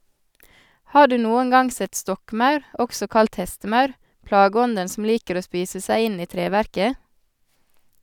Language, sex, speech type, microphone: Norwegian, female, read, Sennheiser